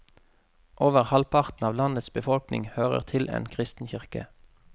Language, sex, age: Norwegian, male, 33